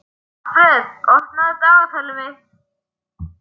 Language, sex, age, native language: Icelandic, male, 11, Icelandic